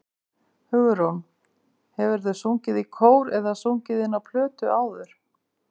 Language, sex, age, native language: Icelandic, female, 50-59, Icelandic